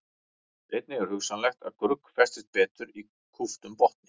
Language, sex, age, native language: Icelandic, male, 40-49, Icelandic